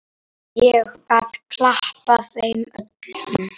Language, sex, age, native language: Icelandic, male, 8, Icelandic